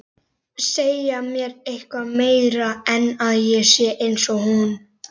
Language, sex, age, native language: Icelandic, male, 11, Icelandic